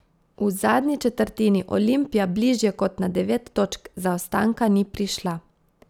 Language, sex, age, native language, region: Slovenian, female, 30-49, Slovenian, Gorica region